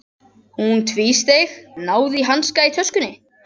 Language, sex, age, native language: Icelandic, other, 12, Icelandic